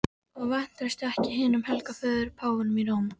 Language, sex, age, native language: Icelandic, female, 13, Icelandic